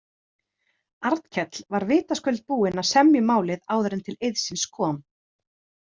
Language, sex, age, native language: Icelandic, female, 30-39, Icelandic